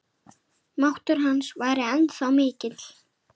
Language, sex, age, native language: Icelandic, male, 8, Icelandic